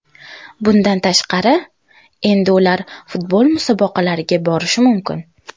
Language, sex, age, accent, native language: Uzbek, female, 19-29, Toshkent viloyati, Uzbek